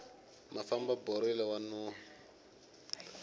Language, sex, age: Tsonga, male, 21